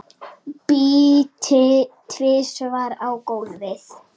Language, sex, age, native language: Icelandic, male, 6, Icelandic